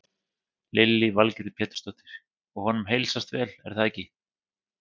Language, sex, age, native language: Icelandic, male, 30-39, Icelandic